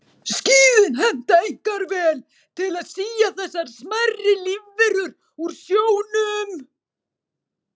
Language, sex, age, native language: Icelandic, female, 40-49, Icelandic